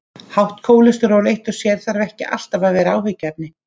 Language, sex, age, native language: Icelandic, female, 50-59, Icelandic